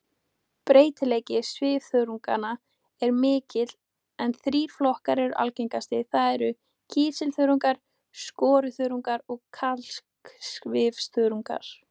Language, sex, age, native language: Icelandic, female, 18-19, Icelandic